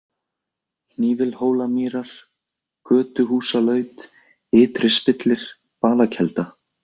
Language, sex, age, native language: Icelandic, male, 20-29, Icelandic